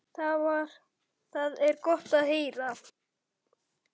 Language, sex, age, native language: Icelandic, male, 7, Icelandic